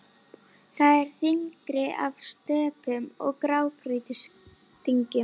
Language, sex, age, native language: Icelandic, female, 40-49, Icelandic